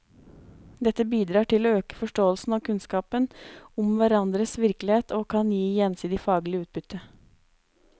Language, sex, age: Norwegian, female, 26